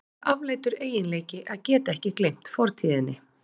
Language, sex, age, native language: Icelandic, female, 40-49, Icelandic